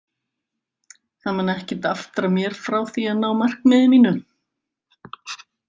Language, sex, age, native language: Icelandic, female, 50-59, Icelandic